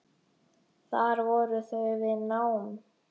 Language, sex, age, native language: Icelandic, male, 6, Icelandic